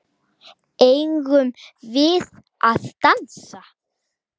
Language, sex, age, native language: Icelandic, female, 9, Icelandic